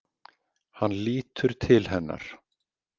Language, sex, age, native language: Icelandic, male, 50-59, Icelandic